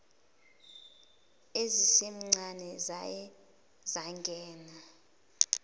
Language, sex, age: Zulu, female, 20